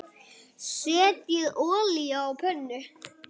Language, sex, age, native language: Icelandic, male, 8, Icelandic